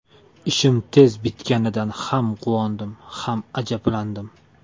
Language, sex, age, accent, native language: Uzbek, male, 18-24, Toshkent shahri, Uzbek